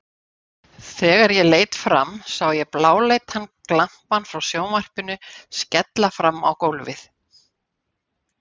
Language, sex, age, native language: Icelandic, female, 60-69, Icelandic